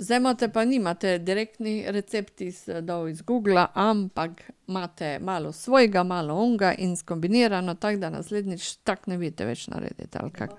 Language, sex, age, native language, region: Slovenian, female, 50-59, Slovenian, Carinthia region